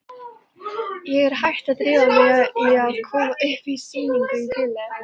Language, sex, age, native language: Icelandic, female, 50-59, Icelandic